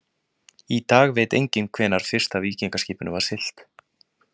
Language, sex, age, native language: Icelandic, male, 20-29, Icelandic